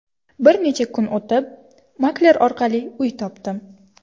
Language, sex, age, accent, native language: Uzbek, female, under 19, Toshkent shahri, Uzbek